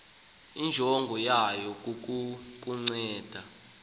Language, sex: Xhosa, male